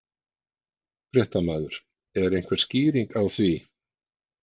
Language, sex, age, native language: Icelandic, male, 60-69, Icelandic